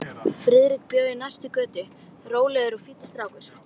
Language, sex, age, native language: Icelandic, female, 12, Icelandic